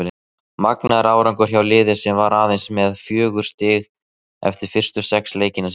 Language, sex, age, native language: Icelandic, male, 30-39, Icelandic